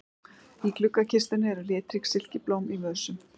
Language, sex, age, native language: Icelandic, female, 11, Icelandic